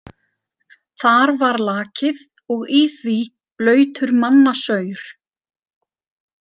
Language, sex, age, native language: Icelandic, female, 30-39, Icelandic